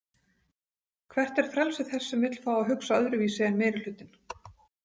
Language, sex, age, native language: Icelandic, female, 40-49, Icelandic